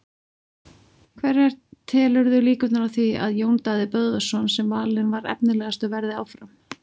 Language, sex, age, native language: Icelandic, female, 40-49, Icelandic